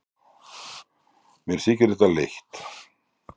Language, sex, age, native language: Icelandic, male, 60-69, Icelandic